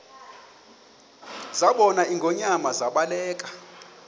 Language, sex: Xhosa, male